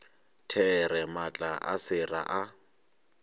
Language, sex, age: Northern Sotho, male, 23